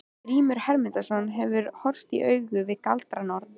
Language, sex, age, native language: Icelandic, female, 13, Icelandic